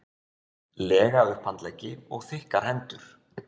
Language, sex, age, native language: Icelandic, male, 20-29, Icelandic